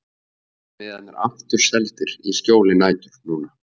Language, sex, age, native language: Icelandic, male, 50-59, Icelandic